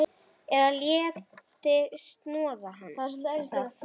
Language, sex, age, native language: Icelandic, female, 9, Icelandic